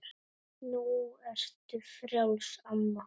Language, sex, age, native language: Icelandic, male, 9, Icelandic